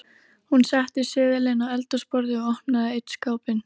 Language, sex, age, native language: Icelandic, female, 13, Icelandic